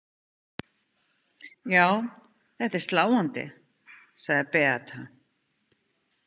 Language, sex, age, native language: Icelandic, female, 50-59, Icelandic